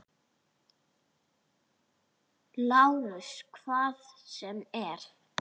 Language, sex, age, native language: Icelandic, female, 8, Icelandic